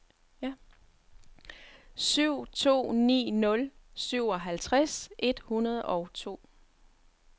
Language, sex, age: Danish, female, 42